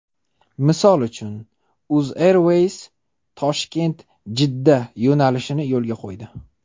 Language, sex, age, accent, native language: Uzbek, male, 25-34, Toshkent shahri, Uzbek